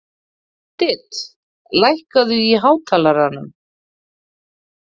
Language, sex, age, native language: Icelandic, female, 30-39, Icelandic